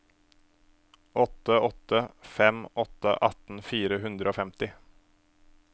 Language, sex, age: Norwegian, male, 27